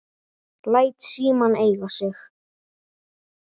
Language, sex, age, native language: Icelandic, male, 8, Icelandic